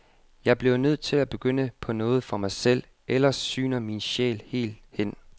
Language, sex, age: Danish, male, 25